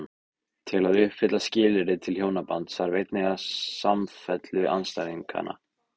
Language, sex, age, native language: Icelandic, male, 15, Icelandic